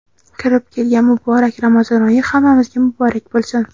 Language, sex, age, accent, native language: Uzbek, female, 18-24, Samarqand, Uzbek